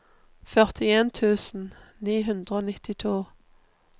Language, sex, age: Norwegian, female, 39